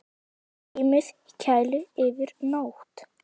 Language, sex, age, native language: Icelandic, male, 10, Icelandic